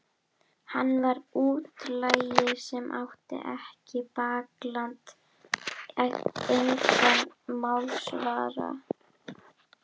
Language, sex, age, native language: Icelandic, female, 12, Icelandic